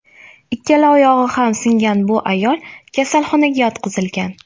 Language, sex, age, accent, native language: Uzbek, female, 19-29, Toshkent shahri, Uzbek